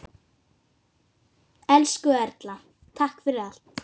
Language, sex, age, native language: Icelandic, female, 10, Icelandic